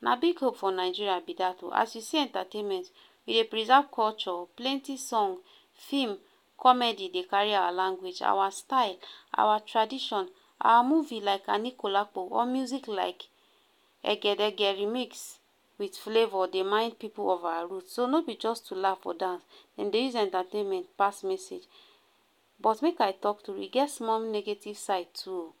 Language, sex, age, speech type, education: Nigerian Pidgin, female, 15-29, spontaneous, tertiary